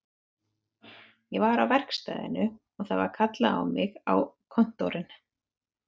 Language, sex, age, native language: Icelandic, female, 30-39, Icelandic